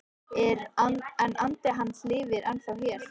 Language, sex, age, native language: Icelandic, female, 13, Icelandic